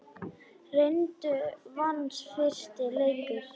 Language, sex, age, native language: Icelandic, other, 10, Icelandic